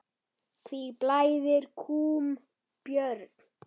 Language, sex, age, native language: Icelandic, male, 10, Icelandic